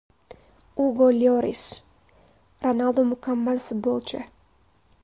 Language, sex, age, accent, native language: Uzbek, female, 19-29, Toshkent viloyati, Uzbek